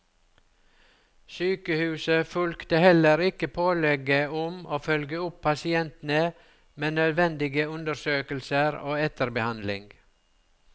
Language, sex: Norwegian, male